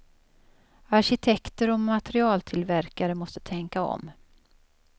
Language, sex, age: Swedish, female, 56